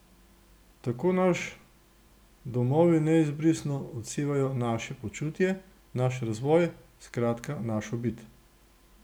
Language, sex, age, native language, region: Slovenian, male, 60+, Slovenian, Gorenjska region